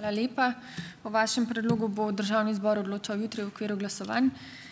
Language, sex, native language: Slovenian, male, Slovenian